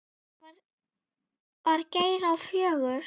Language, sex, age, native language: Icelandic, female, 7, Icelandic